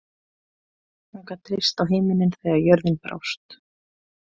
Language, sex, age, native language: Icelandic, female, 20-29, Icelandic